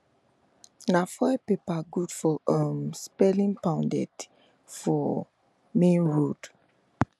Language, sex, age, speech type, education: Nigerian Pidgin, female, 15-29, spontaneous, tertiary